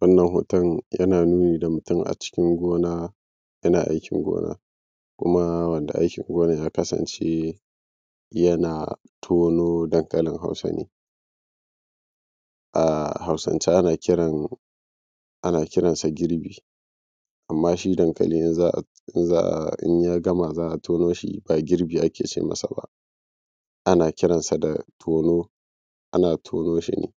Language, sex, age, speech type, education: Hausa, male, 15-29, spontaneous, primary